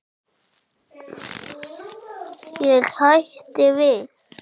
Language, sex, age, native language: Icelandic, male, 7, Icelandic